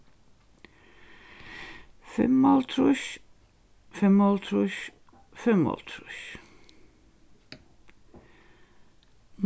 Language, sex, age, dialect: Faroese, female, 61+, Suðurstreymoy